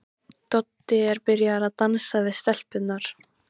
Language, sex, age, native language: Icelandic, female, 13, Icelandic